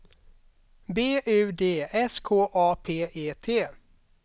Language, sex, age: Swedish, male, 32